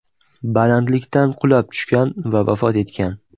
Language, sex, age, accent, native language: Uzbek, male, 25-34, Namangan, Uzbek